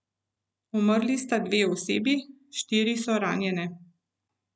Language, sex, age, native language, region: Slovenian, female, 50-59, Slovenian, Central Slovenia